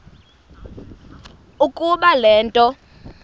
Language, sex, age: Xhosa, female, 32